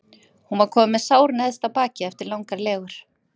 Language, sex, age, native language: Icelandic, female, 50-59, Icelandic